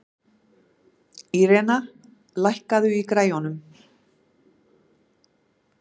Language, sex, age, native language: Icelandic, female, 60-69, Icelandic